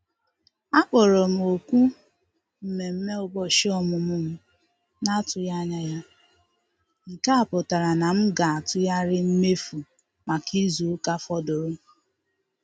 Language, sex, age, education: Igbo, female, 15-29, tertiary